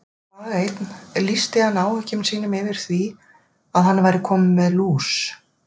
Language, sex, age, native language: Icelandic, female, 50-59, Icelandic